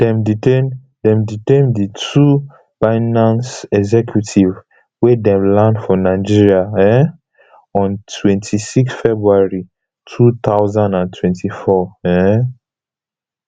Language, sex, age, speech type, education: Nigerian Pidgin, male, 15-29, spontaneous, tertiary